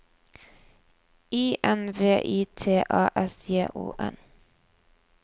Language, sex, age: Norwegian, female, 24